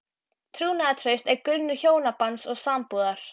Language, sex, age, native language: Icelandic, female, 12, Icelandic